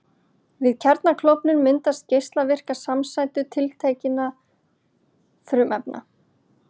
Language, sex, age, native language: Icelandic, male, 40-49, Icelandic